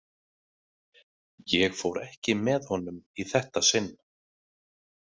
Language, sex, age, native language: Icelandic, male, 20-29, Icelandic